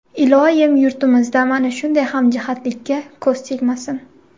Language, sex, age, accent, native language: Uzbek, female, 18-24, Surxondaryo, Uzbek